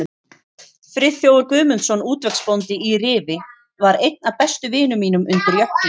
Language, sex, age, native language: Icelandic, female, 40-49, Icelandic